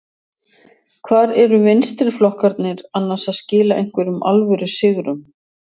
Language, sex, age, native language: Icelandic, female, 60-69, Icelandic